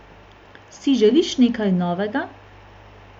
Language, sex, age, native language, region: Slovenian, female, 18-29, Slovenian, Central Slovenia